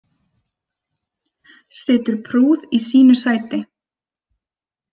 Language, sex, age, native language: Icelandic, female, 30-39, Icelandic